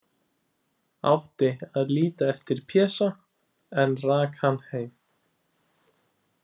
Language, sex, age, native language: Icelandic, male, 20-29, Icelandic